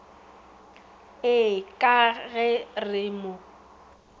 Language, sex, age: Northern Sotho, female, 18